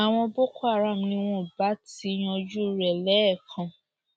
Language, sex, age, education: Yoruba, female, 46-60, secondary